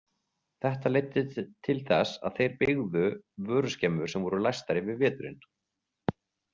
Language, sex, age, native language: Icelandic, male, 40-49, Icelandic